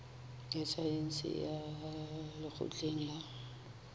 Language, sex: Southern Sotho, female